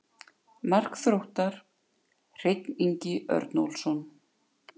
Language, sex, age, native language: Icelandic, female, 50-59, Icelandic